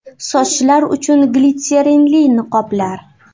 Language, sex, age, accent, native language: Uzbek, female, 19-29, Xorazm, Uzbek